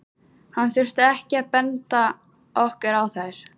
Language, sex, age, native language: Icelandic, female, 13, Icelandic